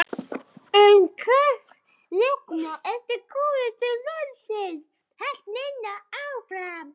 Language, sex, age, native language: Icelandic, female, 12, Icelandic